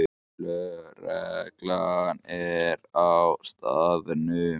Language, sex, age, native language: Icelandic, male, 18-19, Icelandic